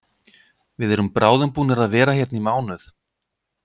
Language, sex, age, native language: Icelandic, male, 50-59, Icelandic